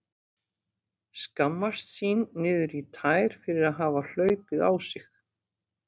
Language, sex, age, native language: Icelandic, female, 50-59, Icelandic